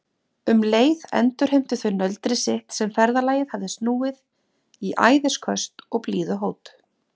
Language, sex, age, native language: Icelandic, female, 40-49, Icelandic